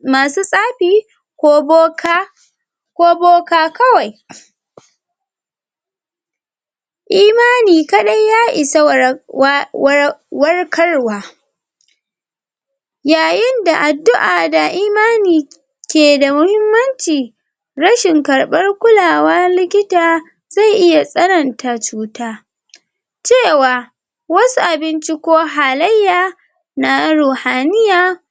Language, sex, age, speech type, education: Hausa, female, 46-60, spontaneous, secondary